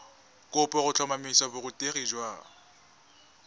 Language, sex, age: Tswana, male, 20